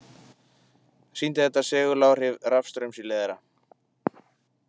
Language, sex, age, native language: Icelandic, male, 20-29, Icelandic